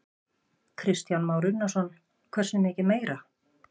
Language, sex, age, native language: Icelandic, female, 50-59, Icelandic